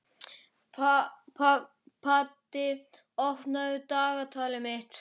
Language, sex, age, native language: Icelandic, male, 11, Icelandic